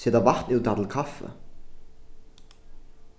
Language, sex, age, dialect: Faroese, male, 15-35, Norðuroyggjar